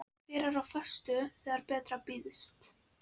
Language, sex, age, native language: Icelandic, female, 11, Icelandic